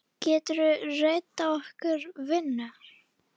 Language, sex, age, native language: Icelandic, female, 9, Icelandic